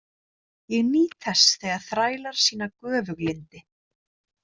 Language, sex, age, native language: Icelandic, female, 30-39, Icelandic